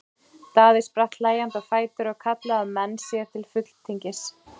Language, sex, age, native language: Icelandic, female, 30-39, Icelandic